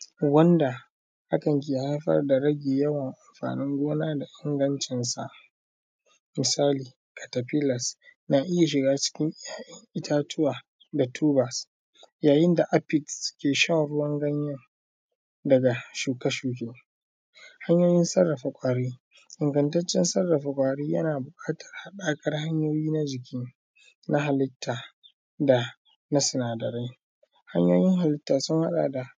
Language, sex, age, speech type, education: Hausa, male, 15-29, spontaneous, primary